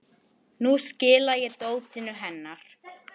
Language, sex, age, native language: Icelandic, female, 10, Icelandic